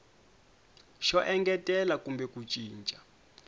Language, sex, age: Tsonga, male, 22